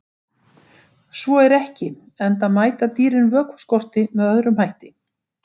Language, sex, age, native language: Icelandic, female, 60-69, Icelandic